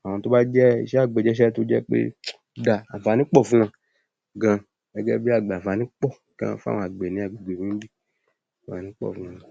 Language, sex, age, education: Yoruba, male, 30-45, tertiary